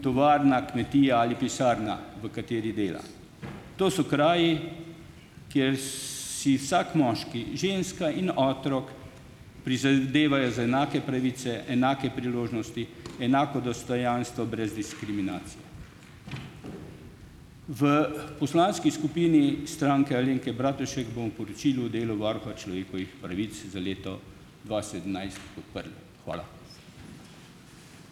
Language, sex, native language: Slovenian, male, Slovenian